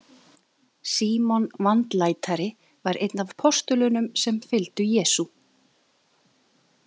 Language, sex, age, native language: Icelandic, female, 30-39, Icelandic